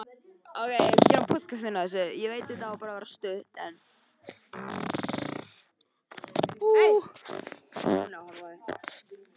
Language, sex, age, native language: Icelandic, male, 18-19, Icelandic